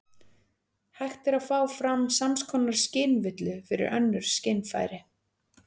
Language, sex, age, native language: Icelandic, female, 40-49, Icelandic